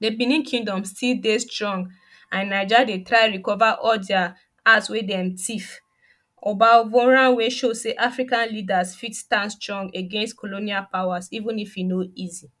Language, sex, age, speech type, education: Nigerian Pidgin, female, 15-29, spontaneous, tertiary